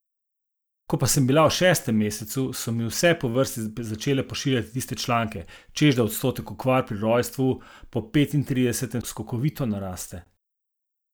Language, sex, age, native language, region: Slovenian, male, 50-59, Slovenian, Zasavska region